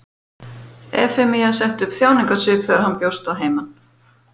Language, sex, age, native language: Icelandic, female, 50-59, Icelandic